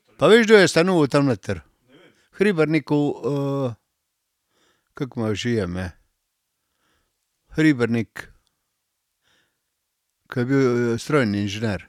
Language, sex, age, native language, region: Slovenian, male, 60+, Slovenian, Carinthia region